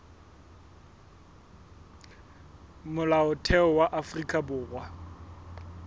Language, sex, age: Southern Sotho, male, 21